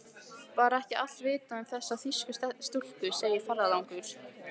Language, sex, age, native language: Icelandic, female, 15, Icelandic